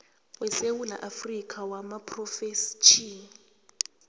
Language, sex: South Ndebele, female